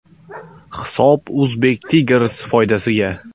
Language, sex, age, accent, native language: Uzbek, male, 25-34, Xorazm, Uzbek